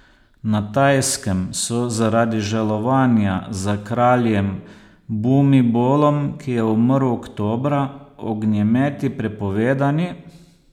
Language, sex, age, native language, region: Slovenian, male, 50-59, Slovenian, Posavska region